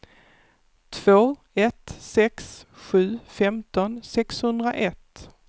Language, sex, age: Swedish, female, 48